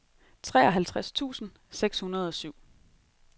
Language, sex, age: Danish, female, 30